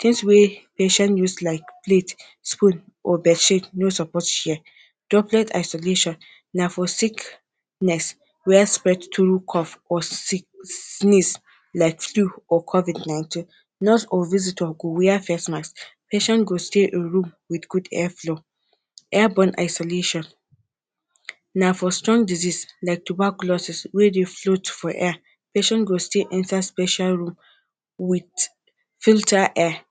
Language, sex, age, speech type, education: Nigerian Pidgin, female, 15-29, spontaneous, tertiary